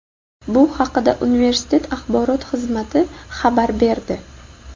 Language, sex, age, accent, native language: Uzbek, female, 19-29, Buxoro, Uzbek